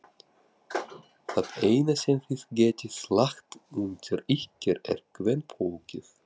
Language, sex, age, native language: Icelandic, male, 40-49, Russian